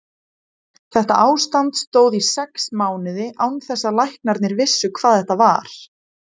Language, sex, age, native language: Icelandic, female, 20-29, Icelandic